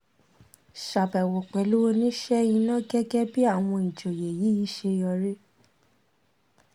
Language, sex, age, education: Yoruba, female, 15-29, tertiary